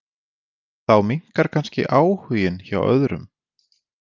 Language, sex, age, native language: Icelandic, male, 20-29, Icelandic